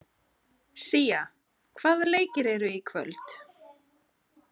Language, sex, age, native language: Icelandic, female, 30-39, Icelandic